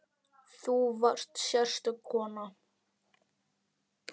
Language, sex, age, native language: Icelandic, male, 10, Icelandic